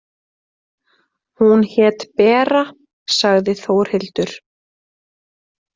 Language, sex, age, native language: Icelandic, female, 30-39, Icelandic